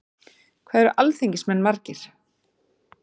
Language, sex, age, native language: Icelandic, female, 40-49, Icelandic